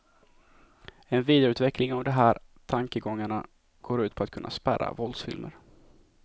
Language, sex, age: Swedish, male, 24